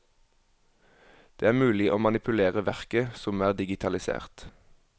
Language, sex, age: Norwegian, male, 21